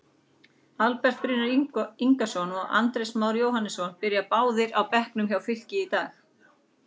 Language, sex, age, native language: Icelandic, female, 40-49, Icelandic